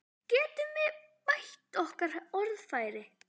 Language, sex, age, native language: Icelandic, male, 10, Icelandic